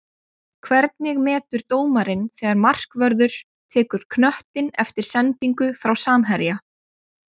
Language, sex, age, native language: Icelandic, female, 20-29, Icelandic